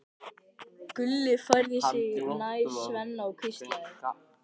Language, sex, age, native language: Icelandic, male, 13, Icelandic